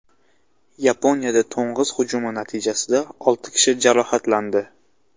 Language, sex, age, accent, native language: Uzbek, male, 18-24, Toshkent viloyati, Tajik